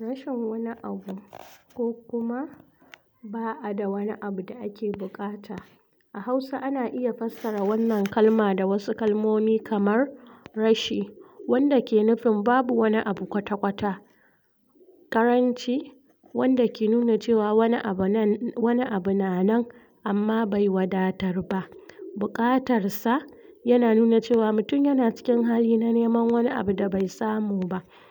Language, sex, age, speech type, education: Hausa, female, 46-60, spontaneous, tertiary